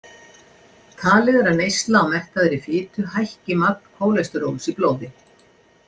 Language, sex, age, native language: Icelandic, female, 60-69, Icelandic